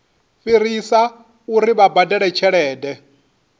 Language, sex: Venda, male